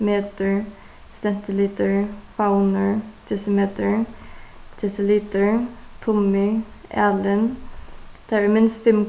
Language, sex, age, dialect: Faroese, female, 15-35, Suðuroy